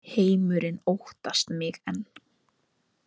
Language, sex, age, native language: Icelandic, female, 18-19, Icelandic